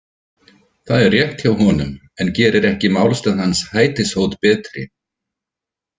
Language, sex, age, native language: Icelandic, male, 50-59, Icelandic